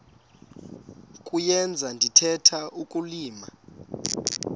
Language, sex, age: Xhosa, male, 19